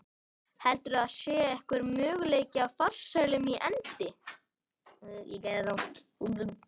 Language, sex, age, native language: Icelandic, female, 11, Icelandic